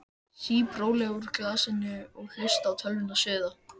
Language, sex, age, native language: Icelandic, male, 13, Icelandic